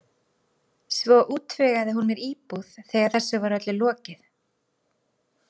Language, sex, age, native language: Icelandic, female, 30-39, Icelandic